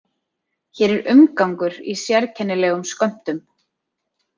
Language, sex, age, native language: Icelandic, female, 30-39, Icelandic